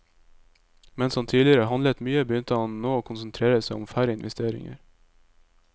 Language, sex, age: Norwegian, male, 22